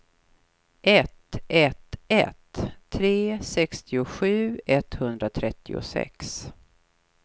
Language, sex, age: Swedish, female, 43